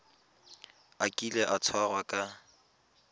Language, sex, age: Tswana, male, 22